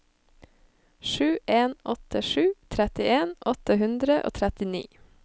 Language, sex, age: Norwegian, female, 25